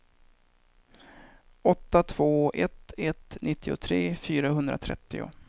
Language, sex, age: Swedish, male, 23